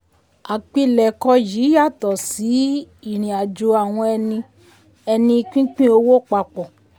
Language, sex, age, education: Yoruba, female, 30-45, tertiary